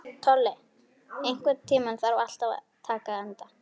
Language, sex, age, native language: Icelandic, female, 12, Icelandic